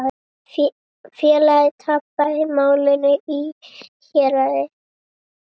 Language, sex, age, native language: Icelandic, female, 7, Icelandic